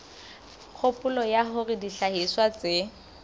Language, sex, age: Southern Sotho, female, 25